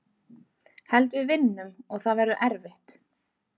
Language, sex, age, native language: Icelandic, female, 30-39, Icelandic